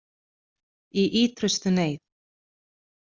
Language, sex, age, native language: Icelandic, female, 40-49, Icelandic